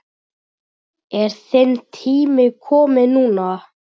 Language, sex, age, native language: Icelandic, male, 7, Icelandic